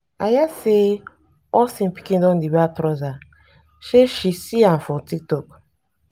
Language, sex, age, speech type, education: Nigerian Pidgin, female, 15-29, spontaneous, tertiary